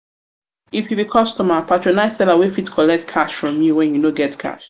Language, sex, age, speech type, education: Nigerian Pidgin, female, 30-45, spontaneous, tertiary